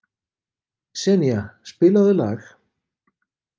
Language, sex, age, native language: Icelandic, male, 50-59, Icelandic